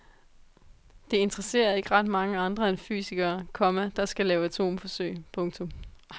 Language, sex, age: Danish, female, 22